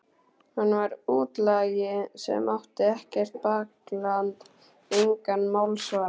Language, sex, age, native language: Icelandic, male, 12, Icelandic